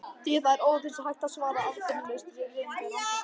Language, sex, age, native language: Icelandic, female, 50-59, Icelandic